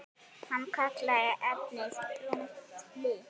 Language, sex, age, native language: Icelandic, female, 9, Icelandic